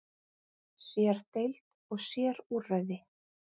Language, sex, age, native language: Icelandic, female, 30-39, Icelandic